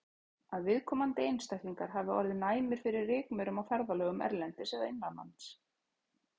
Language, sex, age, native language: Icelandic, female, 30-39, Icelandic